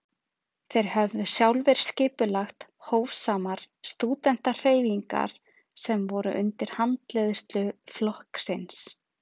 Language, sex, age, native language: Icelandic, female, 30-39, Icelandic